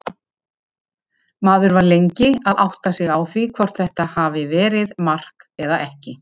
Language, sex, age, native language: Icelandic, female, 50-59, Icelandic